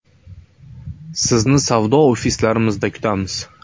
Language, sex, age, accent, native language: Uzbek, male, 25-34, Xorazm, Uzbek